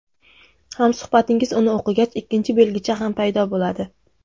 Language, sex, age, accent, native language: Uzbek, female, 19-29, Jizzax, Uzbek